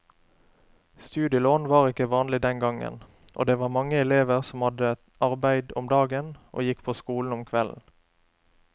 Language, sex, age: Norwegian, male, 27